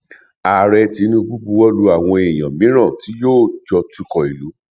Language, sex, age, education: Yoruba, male, 46-60, tertiary